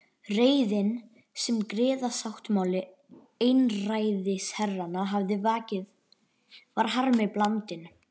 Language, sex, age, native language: Icelandic, male, 11, Icelandic